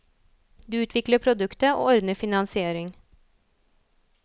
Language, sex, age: Norwegian, female, 27